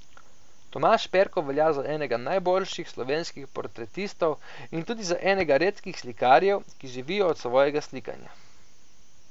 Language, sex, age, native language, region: Slovenian, male, 18-29, Slovenian, Coastal Karst region